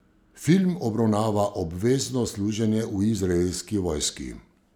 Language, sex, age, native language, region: Slovenian, male, 50-59, Slovenian, Savinja region